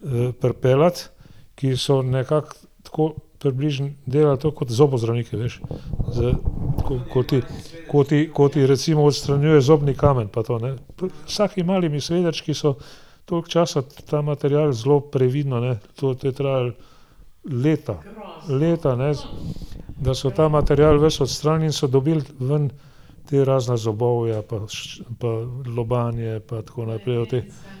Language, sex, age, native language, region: Slovenian, male, 60+, Slovenian, Gorenjska region